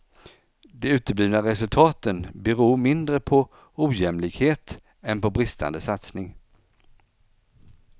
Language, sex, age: Swedish, male, 49